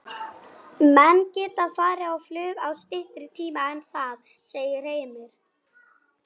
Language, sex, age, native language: Icelandic, female, 18-19, Icelandic